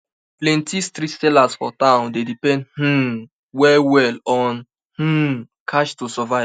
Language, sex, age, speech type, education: Nigerian Pidgin, male, 15-29, spontaneous, tertiary